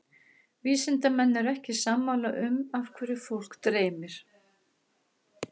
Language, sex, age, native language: Icelandic, female, 60-69, Icelandic